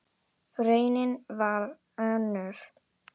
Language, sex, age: Icelandic, female, 10